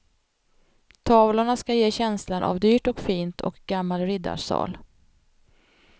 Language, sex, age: Swedish, female, 45